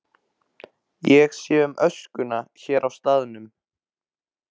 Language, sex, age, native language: Icelandic, male, 15, Icelandic